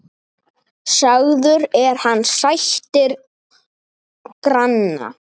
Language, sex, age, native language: Icelandic, male, 9, Icelandic